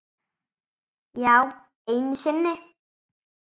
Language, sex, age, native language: Icelandic, female, 7, Icelandic